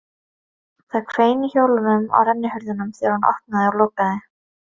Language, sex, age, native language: Icelandic, female, 30-39, Icelandic